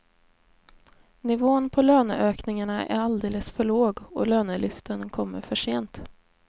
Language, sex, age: Swedish, female, 20